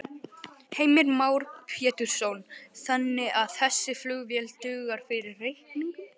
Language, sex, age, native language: Icelandic, male, 12, Icelandic